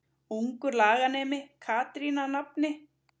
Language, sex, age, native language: Icelandic, female, 30-39, Icelandic